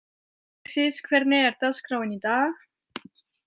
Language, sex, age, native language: Icelandic, female, 18-19, French